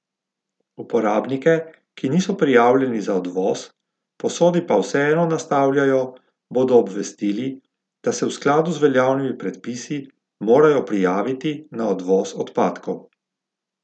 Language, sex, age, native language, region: Slovenian, male, 50-59, Slovenian, Gorica region